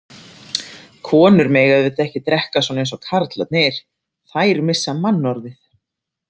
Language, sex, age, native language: Icelandic, female, 30-39, Icelandic